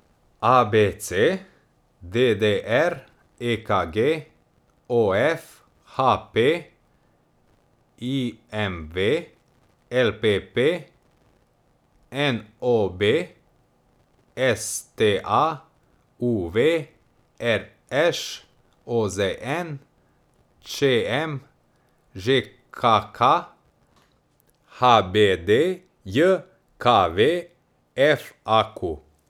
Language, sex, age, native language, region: Slovenian, male, 18-29, Slovenian, Savinja region